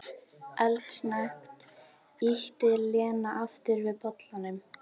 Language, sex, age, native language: Icelandic, female, 12, Icelandic